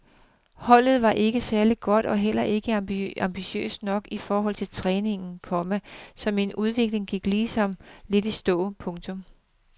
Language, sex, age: Danish, female, 42